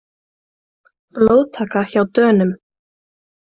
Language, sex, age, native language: Icelandic, female, 20-29, Icelandic